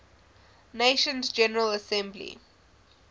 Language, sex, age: English, female, 20